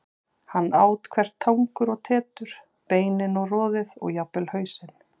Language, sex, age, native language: Icelandic, female, 40-49, Icelandic